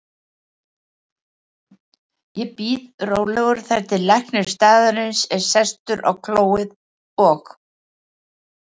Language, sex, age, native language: Icelandic, female, 70-79, Icelandic